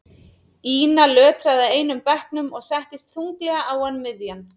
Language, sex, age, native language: Icelandic, female, 30-39, Icelandic